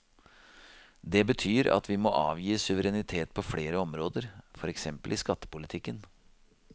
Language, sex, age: Norwegian, male, 52